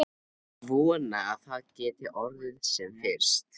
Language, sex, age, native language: Icelandic, male, 13, Icelandic